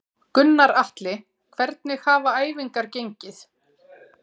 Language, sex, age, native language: Icelandic, female, 40-49, Icelandic